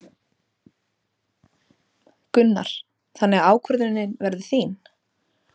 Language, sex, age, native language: Icelandic, female, 30-39, Icelandic